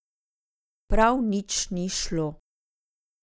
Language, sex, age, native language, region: Slovenian, female, 50-59, Slovenian, Zasavska region